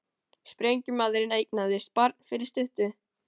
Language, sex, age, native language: Icelandic, male, 18-19, Icelandic